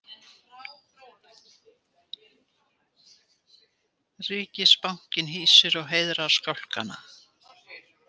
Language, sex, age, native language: Icelandic, female, 80-89, Icelandic